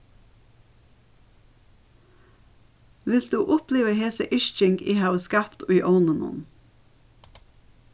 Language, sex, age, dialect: Faroese, female, 36-60, Suðurstreymoy